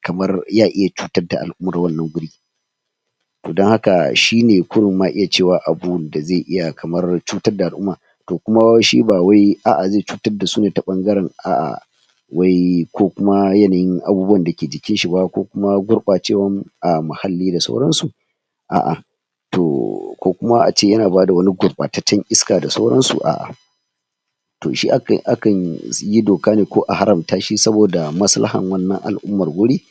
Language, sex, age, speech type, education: Hausa, male, 46-60, spontaneous, tertiary